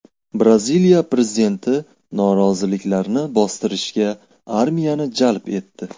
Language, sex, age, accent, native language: Uzbek, male, 18-24, Farg'ona, Uzbek